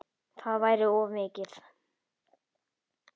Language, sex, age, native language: Icelandic, male, 9, Icelandic